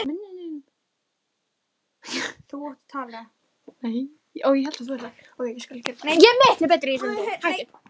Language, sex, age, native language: Icelandic, female, 11, Icelandic